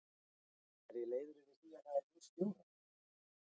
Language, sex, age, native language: Icelandic, male, 30-39, Icelandic